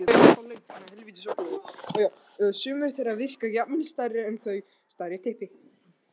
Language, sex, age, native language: Icelandic, other, 60-69, Russian